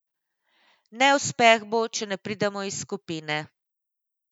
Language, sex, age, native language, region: Slovenian, female, 50-59, Slovenian, Central Slovenia